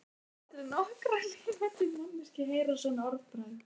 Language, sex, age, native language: Icelandic, female, 13, Icelandic